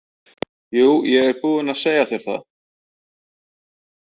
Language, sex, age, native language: Icelandic, male, 30-39, Icelandic